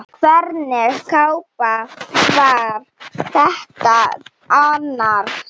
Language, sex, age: Icelandic, female, 7